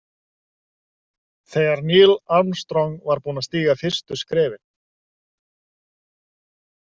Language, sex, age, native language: Icelandic, male, 30-39, Icelandic